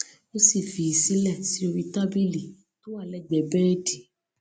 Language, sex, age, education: Yoruba, female, 15-29, tertiary